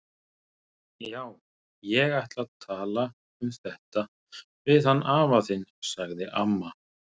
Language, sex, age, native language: Icelandic, male, 30-39, Icelandic